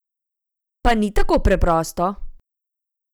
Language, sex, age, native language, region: Slovenian, female, 50-59, Slovenian, Zasavska region